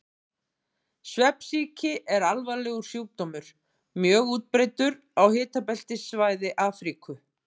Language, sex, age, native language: Icelandic, female, 50-59, Icelandic